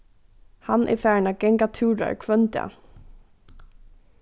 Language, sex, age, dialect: Faroese, female, 15-35, Norðuroyggjar